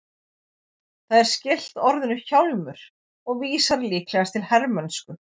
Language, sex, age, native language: Icelandic, female, 40-49, Icelandic